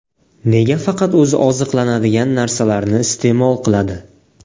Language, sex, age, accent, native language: Uzbek, male, 18-24, Navoiy, Uzbek